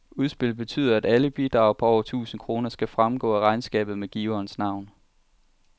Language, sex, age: Danish, male, 23